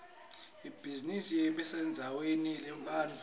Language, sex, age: Swati, male, 26